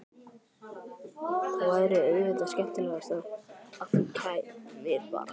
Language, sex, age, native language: Icelandic, male, 12, Icelandic